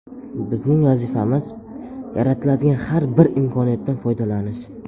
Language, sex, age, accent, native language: Uzbek, male, under 19, Samarqand, Uzbek